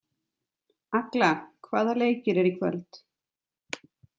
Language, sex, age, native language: Icelandic, female, 30-39, Icelandic